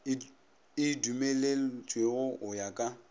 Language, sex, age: Northern Sotho, male, 26